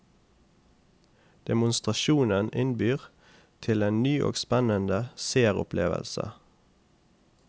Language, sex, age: Norwegian, male, 28